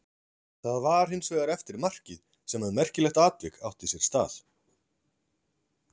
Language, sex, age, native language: Icelandic, male, 40-49, Icelandic